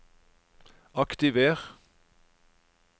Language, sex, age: Norwegian, male, 49